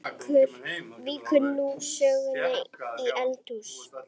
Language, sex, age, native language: Icelandic, female, 8, Icelandic